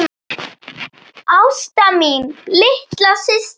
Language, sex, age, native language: Icelandic, female, 8, Icelandic